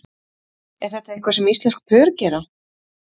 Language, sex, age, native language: Icelandic, female, 30-39, Icelandic